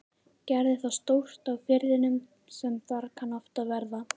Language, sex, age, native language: Icelandic, female, 13, Icelandic